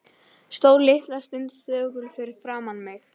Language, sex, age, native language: Icelandic, female, 11, Icelandic